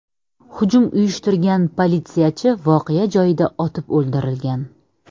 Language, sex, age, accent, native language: Uzbek, female, 30-39, Samarqand, Uzbek